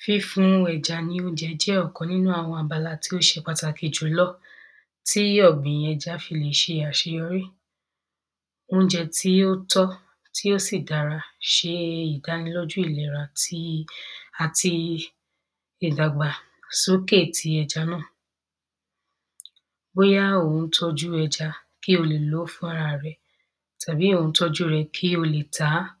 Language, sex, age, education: Yoruba, female, 15-29, secondary